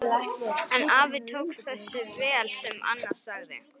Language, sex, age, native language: Icelandic, female, 11, Icelandic